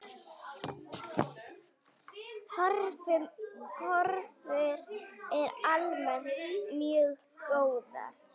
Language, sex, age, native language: Icelandic, female, 9, Icelandic